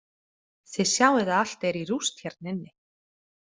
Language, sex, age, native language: Icelandic, female, 30-39, Icelandic